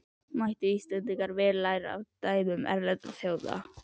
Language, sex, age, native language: Icelandic, female, 11, Icelandic